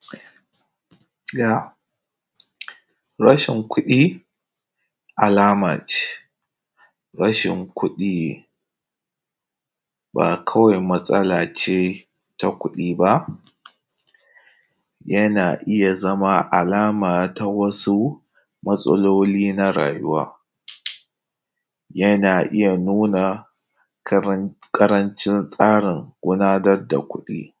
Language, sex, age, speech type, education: Hausa, male, 15-29, spontaneous, tertiary